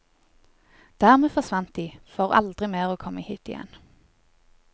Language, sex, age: Norwegian, female, 20